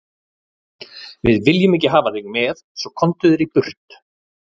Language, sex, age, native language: Icelandic, male, 40-49, Icelandic